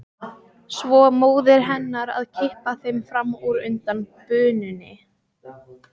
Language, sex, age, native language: Icelandic, female, 15, Icelandic